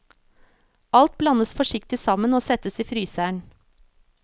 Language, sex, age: Norwegian, female, 36